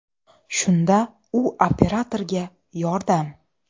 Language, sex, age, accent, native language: Uzbek, female, 18-24, Xorazm, Uzbek